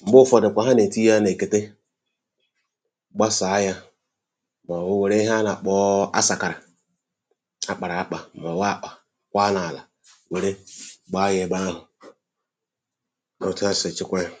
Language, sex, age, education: Igbo, male, 30-45, tertiary